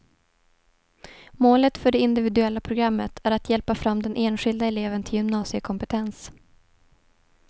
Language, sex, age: Swedish, female, 18